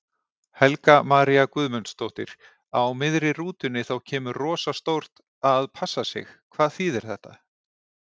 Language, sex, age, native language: Icelandic, male, 40-49, Icelandic